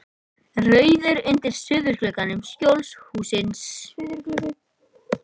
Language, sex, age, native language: Icelandic, male, 18-19, Icelandic